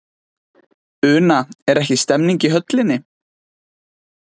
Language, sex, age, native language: Icelandic, male, 20-29, Icelandic